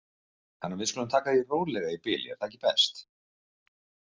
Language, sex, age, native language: Icelandic, male, 50-59, Icelandic